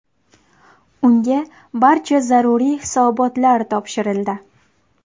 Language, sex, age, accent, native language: Uzbek, female, 18-24, Qashqadaryo, Uzbek